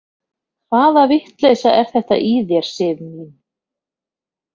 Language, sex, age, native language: Icelandic, female, 50-59, Icelandic